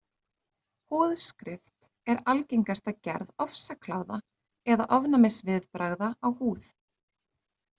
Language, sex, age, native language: Icelandic, female, 30-39, Icelandic